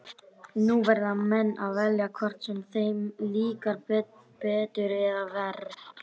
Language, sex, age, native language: Icelandic, female, 30-39, Icelandic